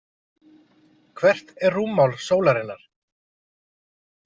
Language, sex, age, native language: Icelandic, male, 30-39, Icelandic